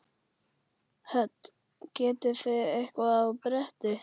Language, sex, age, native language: Icelandic, male, 11, Icelandic